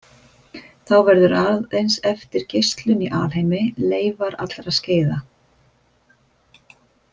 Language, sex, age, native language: Icelandic, female, 50-59, Icelandic